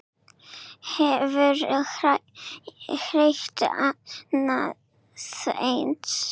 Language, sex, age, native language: Icelandic, female, 9, Serbo-Croatian